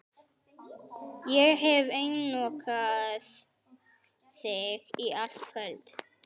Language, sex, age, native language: Icelandic, female, 11, Icelandic